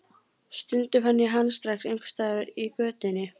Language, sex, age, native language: Icelandic, female, 12, Icelandic